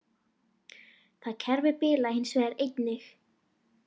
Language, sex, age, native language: Icelandic, female, 40-49, Icelandic